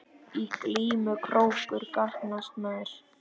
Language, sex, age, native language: Icelandic, male, 10, Icelandic